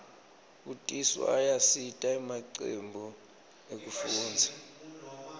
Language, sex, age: Swati, male, 26